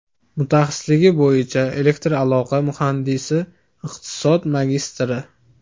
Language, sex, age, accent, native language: Uzbek, male, 18-24, Andijon, Uzbek